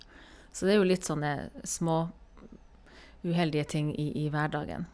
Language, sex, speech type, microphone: Norwegian, female, spontaneous, Shure